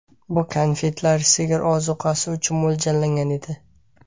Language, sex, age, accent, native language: Uzbek, male, 18-24, Samarqand, Uzbek